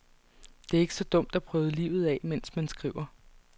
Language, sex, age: Danish, female, 29